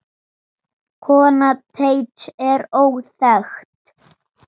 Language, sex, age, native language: Icelandic, male, 7, Icelandic